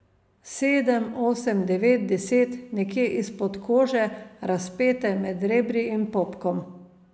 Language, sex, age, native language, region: Slovenian, female, 50-59, Slovenian, Savinja region